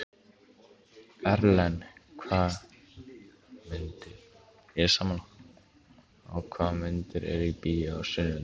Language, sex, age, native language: Icelandic, male, 15, Icelandic